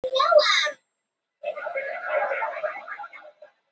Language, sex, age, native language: Icelandic, female, 18-19, Icelandic